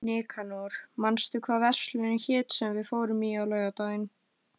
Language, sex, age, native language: Icelandic, female, 12, Icelandic